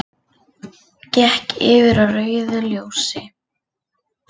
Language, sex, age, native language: Icelandic, female, 40-49, Icelandic